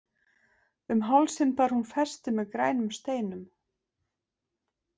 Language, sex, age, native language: Icelandic, female, 50-59, Icelandic